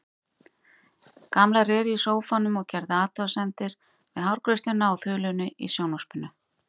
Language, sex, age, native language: Icelandic, female, 50-59, Icelandic